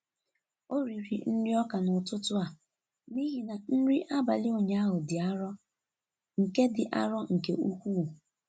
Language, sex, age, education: Igbo, female, 15-29, tertiary